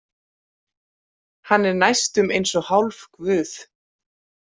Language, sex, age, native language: Icelandic, female, 40-49, Icelandic